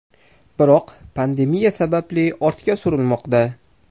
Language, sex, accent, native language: Uzbek, male, Farg'ona, Uzbek